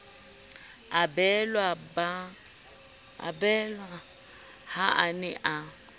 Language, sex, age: Southern Sotho, female, 29